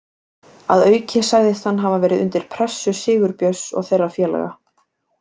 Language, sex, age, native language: Icelandic, female, 18-19, Icelandic